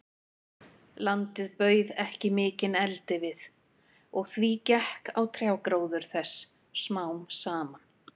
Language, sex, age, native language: Icelandic, female, 50-59, Icelandic